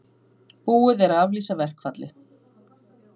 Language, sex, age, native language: Icelandic, female, 50-59, Icelandic